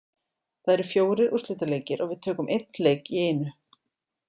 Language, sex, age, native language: Icelandic, female, 40-49, Icelandic